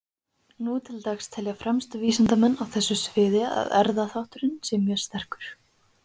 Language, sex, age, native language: Icelandic, female, 20-29, Icelandic